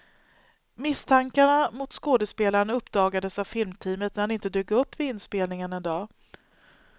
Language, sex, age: Swedish, female, 39